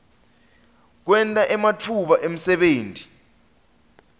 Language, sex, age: Swati, male, 20